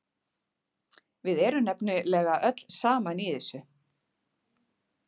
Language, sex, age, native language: Icelandic, female, 40-49, Icelandic